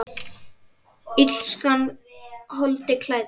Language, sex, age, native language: Icelandic, female, 10, Icelandic